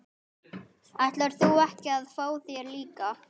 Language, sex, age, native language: Icelandic, female, 11, Icelandic